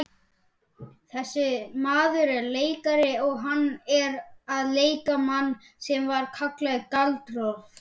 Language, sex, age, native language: Icelandic, male, 18-19, Icelandic